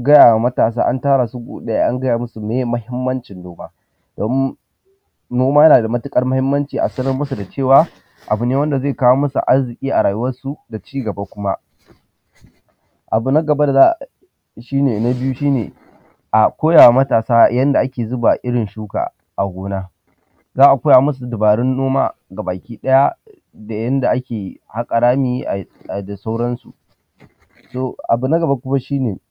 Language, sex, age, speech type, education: Hausa, male, 15-29, spontaneous, primary